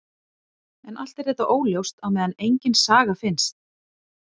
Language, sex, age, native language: Icelandic, female, 40-49, Icelandic